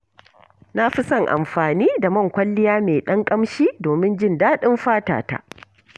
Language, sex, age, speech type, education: Hausa, female, 46-60, read, tertiary